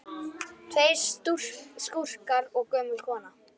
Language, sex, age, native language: Icelandic, male, 9, Icelandic